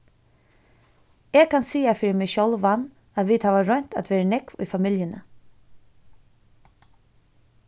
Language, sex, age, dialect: Faroese, female, 15-35, Suðurstreymoy